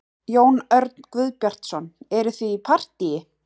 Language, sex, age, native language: Icelandic, female, 30-39, Icelandic